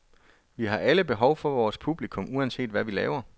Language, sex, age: Danish, male, 33